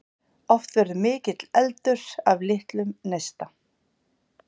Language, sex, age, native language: Icelandic, female, 50-59, Icelandic